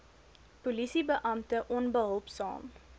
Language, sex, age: Afrikaans, female, 20